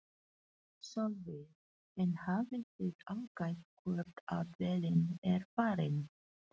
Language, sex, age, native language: Icelandic, female, 40-49, Filipino